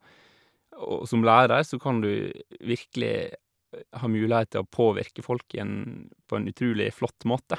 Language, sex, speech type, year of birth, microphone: Norwegian, male, spontaneous, 1986, Shure